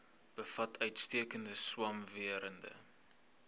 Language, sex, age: Afrikaans, male, 21